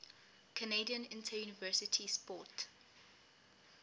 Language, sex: English, female